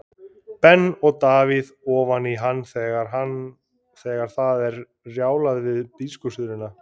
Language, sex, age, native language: Icelandic, male, 30-39, Icelandic